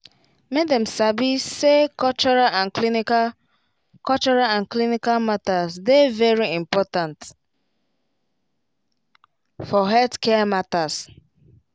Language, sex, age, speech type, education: Nigerian Pidgin, female, 15-29, spontaneous, tertiary